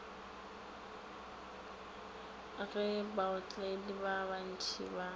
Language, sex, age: Northern Sotho, female, 18